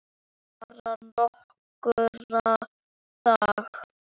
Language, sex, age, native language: Icelandic, female, 9, Icelandic